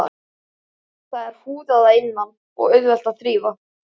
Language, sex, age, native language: Icelandic, male, 11, Icelandic